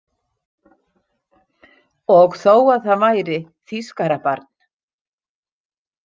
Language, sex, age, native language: Icelandic, female, 60-69, Icelandic